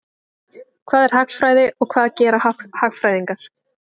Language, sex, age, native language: Icelandic, female, 20-29, Icelandic